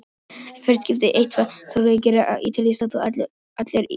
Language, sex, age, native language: Icelandic, male, 18-19, Icelandic